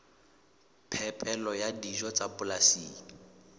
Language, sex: Southern Sotho, male